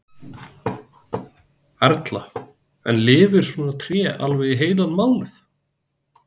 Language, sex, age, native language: Icelandic, male, 40-49, Icelandic